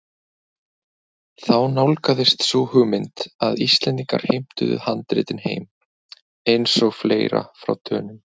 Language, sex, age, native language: Icelandic, male, 20-29, Icelandic